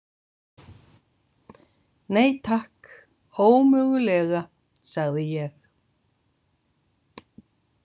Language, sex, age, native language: Icelandic, female, 60-69, Icelandic